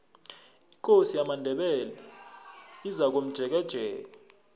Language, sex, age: South Ndebele, male, 21